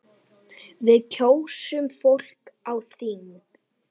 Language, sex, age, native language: Icelandic, female, 9, Icelandic